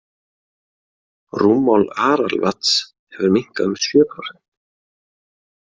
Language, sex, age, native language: Icelandic, male, 40-49, Icelandic